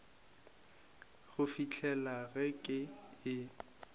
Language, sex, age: Northern Sotho, male, 22